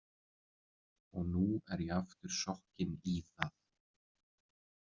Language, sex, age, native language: Icelandic, male, 30-39, Icelandic